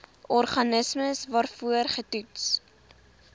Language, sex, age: Afrikaans, female, 20